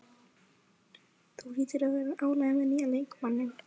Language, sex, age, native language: Icelandic, female, 11, Icelandic